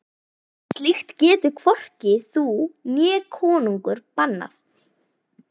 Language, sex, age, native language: Icelandic, female, 11, Icelandic